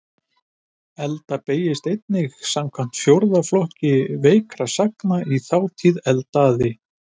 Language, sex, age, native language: Icelandic, male, 50-59, Icelandic